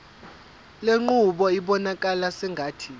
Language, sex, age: Zulu, male, 24